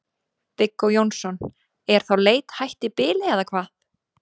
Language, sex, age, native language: Icelandic, female, 20-29, Icelandic